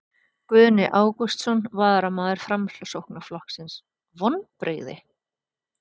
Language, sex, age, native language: Icelandic, female, 30-39, Icelandic